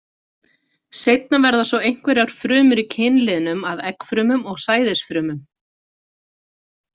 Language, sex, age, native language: Icelandic, female, 40-49, Icelandic